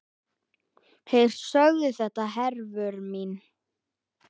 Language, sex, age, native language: Icelandic, male, 10, Icelandic